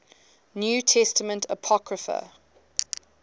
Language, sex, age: English, female, 19